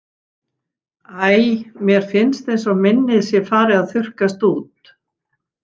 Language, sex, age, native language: Icelandic, female, 60-69, Icelandic